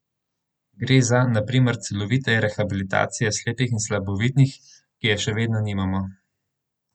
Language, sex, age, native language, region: Slovenian, male, 18-29, Slovenian, Central Slovenia